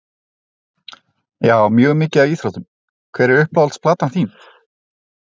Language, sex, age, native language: Icelandic, male, 30-39, Icelandic